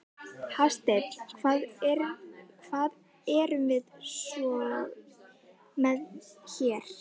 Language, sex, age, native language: Icelandic, female, 12, Icelandic